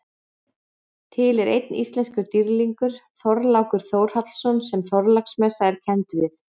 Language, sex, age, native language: Icelandic, female, 40-49, Icelandic